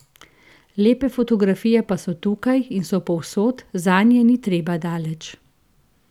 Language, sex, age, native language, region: Slovenian, female, 50-59, Slovenian, Central Slovenia